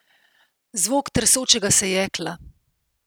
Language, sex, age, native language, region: Slovenian, female, 50-59, Slovenian, Central Slovenia